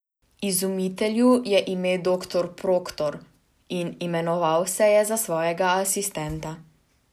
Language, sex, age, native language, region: Slovenian, female, 18-29, Slovenian, Savinja region